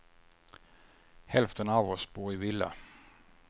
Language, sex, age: Swedish, male, 50